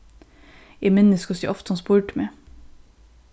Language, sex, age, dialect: Faroese, female, 15-35, Suðurstreymoy